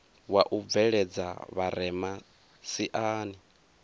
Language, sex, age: Venda, male, 24